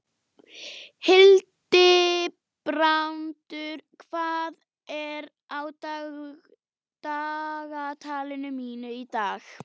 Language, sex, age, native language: Icelandic, female, 11, Icelandic